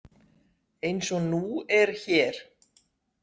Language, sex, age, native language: Icelandic, female, 60-69, Icelandic